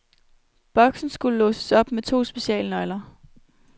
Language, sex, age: Danish, female, 21